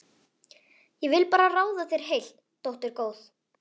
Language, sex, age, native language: Icelandic, female, 11, Icelandic